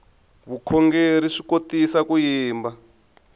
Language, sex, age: Tsonga, male, 23